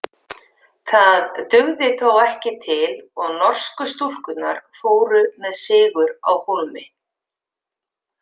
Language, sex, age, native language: Icelandic, female, 50-59, Icelandic